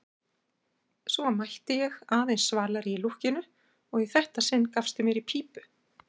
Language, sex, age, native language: Icelandic, female, 60-69, Icelandic